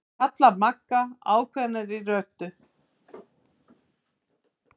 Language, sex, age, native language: Icelandic, female, 50-59, Icelandic